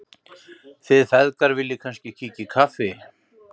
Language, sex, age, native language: Icelandic, male, 50-59, Icelandic